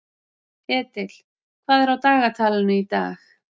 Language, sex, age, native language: Icelandic, female, 30-39, Icelandic